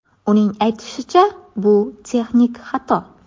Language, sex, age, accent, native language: Uzbek, female, 18-24, Navoiy, Uzbek